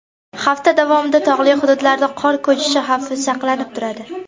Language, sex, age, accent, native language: Uzbek, female, under 19, Namangan, Uzbek